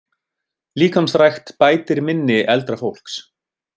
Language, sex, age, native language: Icelandic, male, 30-39, Icelandic